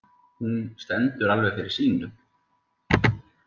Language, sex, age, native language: Icelandic, male, 20-29, Icelandic